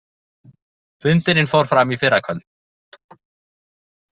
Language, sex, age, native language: Icelandic, male, 20-29, Icelandic